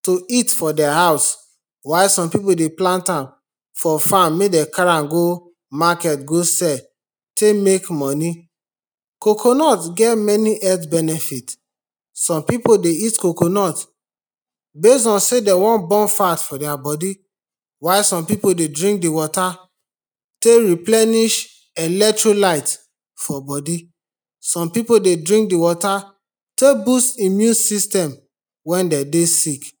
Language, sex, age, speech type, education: Nigerian Pidgin, male, 30-45, spontaneous, tertiary